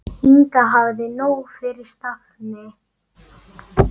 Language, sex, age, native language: Icelandic, female, 9, Icelandic